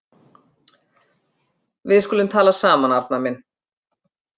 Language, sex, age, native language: Icelandic, female, 50-59, Icelandic